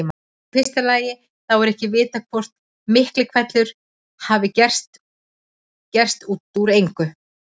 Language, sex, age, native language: Icelandic, female, 40-49, Icelandic